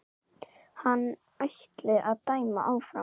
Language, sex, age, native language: Icelandic, female, 10, Icelandic